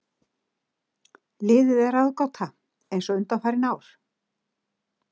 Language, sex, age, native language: Icelandic, female, 60-69, Icelandic